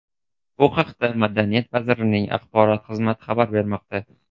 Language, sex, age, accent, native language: Uzbek, male, 18-24, Toshkent shahri, Uzbek